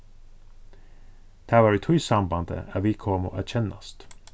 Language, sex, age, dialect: Faroese, male, 36-60, Suðurstreymoy